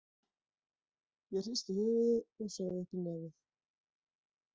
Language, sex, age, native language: Icelandic, female, 40-49, Icelandic